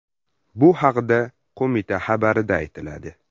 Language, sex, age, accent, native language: Uzbek, male, under 19, Farg'ona, Uzbek